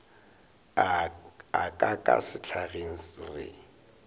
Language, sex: Northern Sotho, male